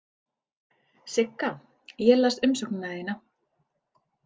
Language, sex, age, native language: Icelandic, female, 40-49, Icelandic